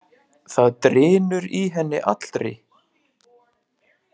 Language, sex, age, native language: Icelandic, male, 20-29, Icelandic